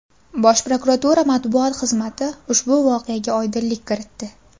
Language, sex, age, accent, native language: Uzbek, female, under 19, Farg'ona, Uzbek